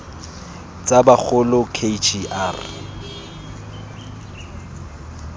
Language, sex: Tswana, male